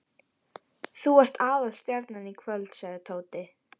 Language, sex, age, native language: Icelandic, female, 11, Icelandic